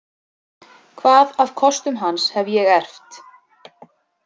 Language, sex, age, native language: Icelandic, female, 30-39, Icelandic